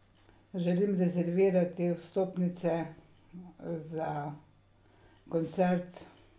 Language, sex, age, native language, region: Slovenian, female, 60+, Slovenian, Savinja region